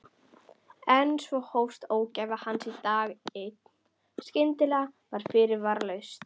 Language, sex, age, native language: Icelandic, female, 11, Icelandic